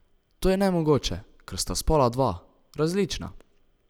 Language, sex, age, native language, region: Slovenian, male, 18-29, Slovenian, Savinja region